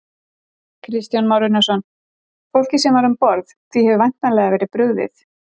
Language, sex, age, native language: Icelandic, female, 40-49, Icelandic